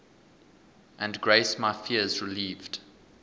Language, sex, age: English, male, 20